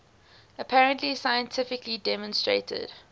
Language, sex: English, female